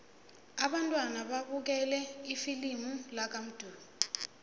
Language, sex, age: South Ndebele, female, 22